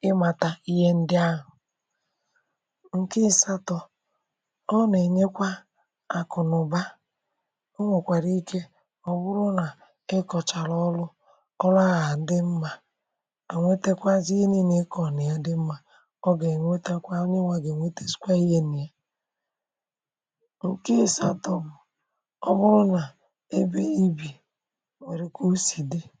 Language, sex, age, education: Igbo, male, 46-60, tertiary